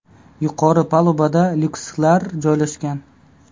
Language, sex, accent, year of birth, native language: Uzbek, male, Qashqadaryo, 2000, Uzbek